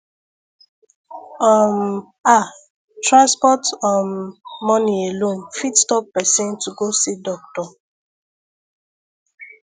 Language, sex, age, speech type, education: Nigerian Pidgin, female, 15-29, spontaneous, secondary